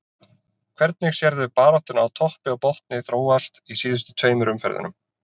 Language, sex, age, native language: Icelandic, male, 30-39, Icelandic